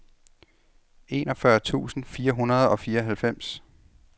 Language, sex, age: Danish, male, 33